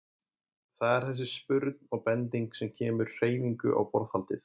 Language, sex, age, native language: Icelandic, male, 20-29, Icelandic